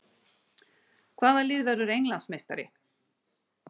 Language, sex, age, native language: Icelandic, female, 60-69, Icelandic